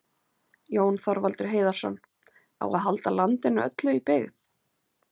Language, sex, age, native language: Icelandic, female, 30-39, Icelandic